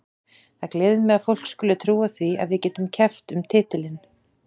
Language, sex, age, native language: Icelandic, female, 40-49, Icelandic